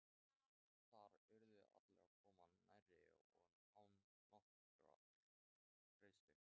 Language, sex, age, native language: Icelandic, male, 13, Thai